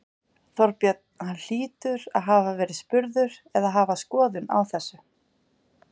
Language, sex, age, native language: Icelandic, female, 50-59, Icelandic